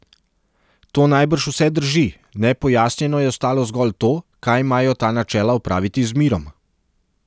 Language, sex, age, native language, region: Slovenian, male, 30-49, Serbian, Central Slovenia